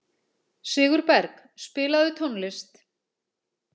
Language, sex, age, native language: Icelandic, female, 40-49, Icelandic